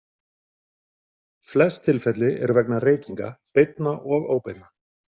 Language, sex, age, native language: Icelandic, male, 40-49, Icelandic